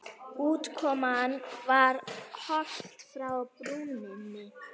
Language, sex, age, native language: Icelandic, female, 9, Icelandic